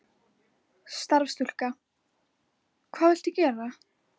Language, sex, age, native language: Icelandic, female, 11, Icelandic